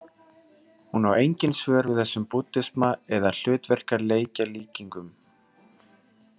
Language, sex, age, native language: Icelandic, male, 30-39, Icelandic